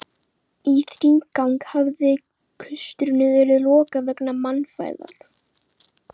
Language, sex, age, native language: Icelandic, female, 11, Icelandic